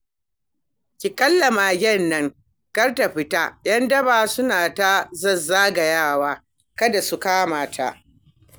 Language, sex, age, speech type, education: Hausa, female, 60+, read, primary